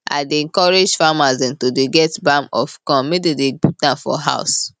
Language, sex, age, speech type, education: Nigerian Pidgin, female, 15-29, spontaneous, tertiary